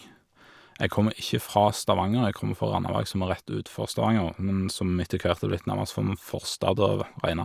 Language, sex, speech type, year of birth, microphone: Norwegian, male, spontaneous, 1985, Shure